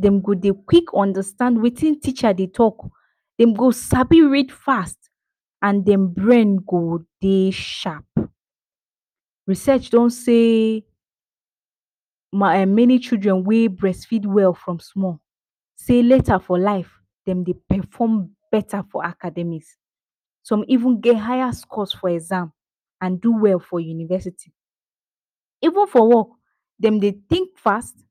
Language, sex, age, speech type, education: Nigerian Pidgin, female, 15-29, spontaneous, tertiary